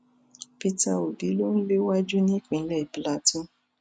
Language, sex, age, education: Yoruba, female, 46-60, tertiary